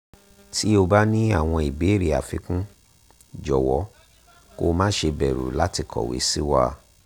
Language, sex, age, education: Yoruba, male, 30-45, tertiary